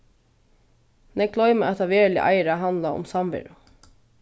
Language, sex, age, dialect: Faroese, female, 15-35, Vágar